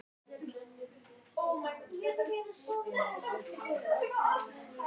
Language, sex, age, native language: Icelandic, male, 10, Icelandic